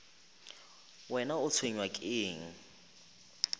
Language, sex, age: Northern Sotho, male, 23